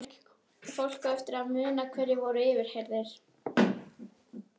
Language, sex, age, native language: Icelandic, female, 11, Icelandic